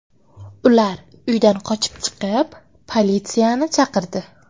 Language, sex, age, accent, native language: Uzbek, female, 18-24, Qashqadaryo, Uzbek